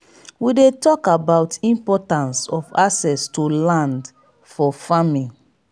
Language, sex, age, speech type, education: Nigerian Pidgin, female, 30-45, spontaneous, tertiary